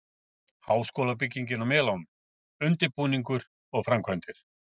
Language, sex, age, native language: Icelandic, male, 50-59, Icelandic